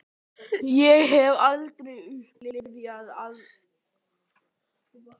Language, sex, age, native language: Icelandic, male, 11, Icelandic